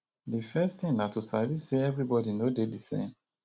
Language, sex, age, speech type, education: Nigerian Pidgin, female, 30-45, spontaneous, tertiary